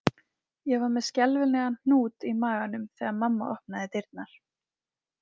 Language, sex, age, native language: Icelandic, female, 20-29, Icelandic